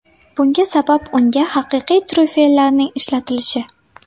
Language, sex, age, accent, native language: Uzbek, female, 18-24, Samarqand, Uzbek